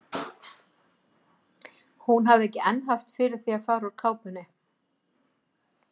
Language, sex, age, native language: Icelandic, female, 50-59, Icelandic